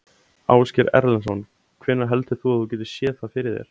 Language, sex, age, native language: Icelandic, male, 17, Icelandic